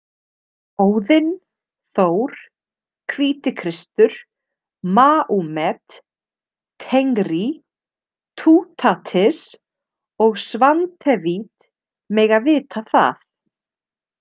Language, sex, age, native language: Icelandic, female, 30-39, Icelandic